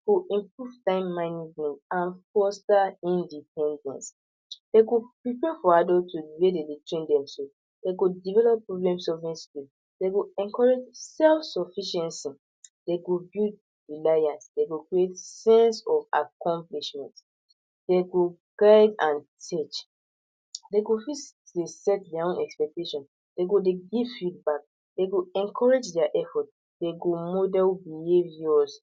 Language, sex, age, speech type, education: Nigerian Pidgin, male, 46-60, spontaneous, secondary